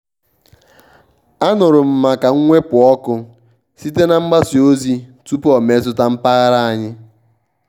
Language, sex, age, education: Igbo, male, 15-29, tertiary